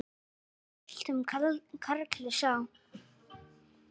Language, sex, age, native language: Icelandic, female, 10, Icelandic